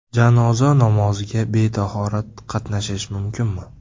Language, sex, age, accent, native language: Uzbek, male, 18-24, Samarqand, Uzbek